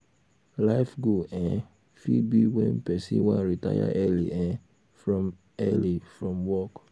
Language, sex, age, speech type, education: Nigerian Pidgin, male, 15-29, spontaneous, tertiary